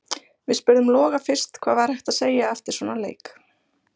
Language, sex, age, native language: Icelandic, female, 20-29, Icelandic